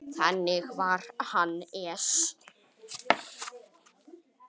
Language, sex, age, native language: Icelandic, male, 10, Icelandic